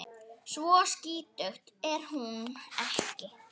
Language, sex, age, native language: Icelandic, female, 9, Icelandic